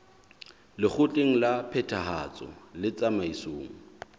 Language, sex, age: Southern Sotho, male, 26